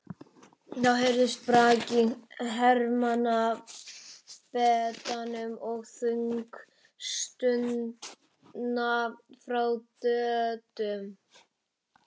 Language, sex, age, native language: Icelandic, male, 12, Icelandic